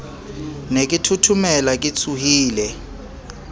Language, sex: Southern Sotho, male